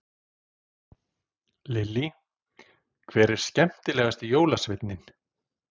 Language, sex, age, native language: Icelandic, male, 40-49, Icelandic